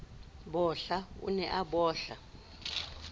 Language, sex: Southern Sotho, female